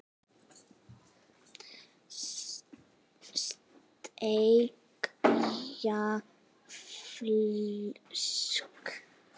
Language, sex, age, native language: Icelandic, female, 6, Icelandic